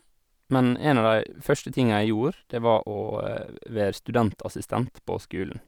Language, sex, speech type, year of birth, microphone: Norwegian, male, spontaneous, 1986, Sennheiser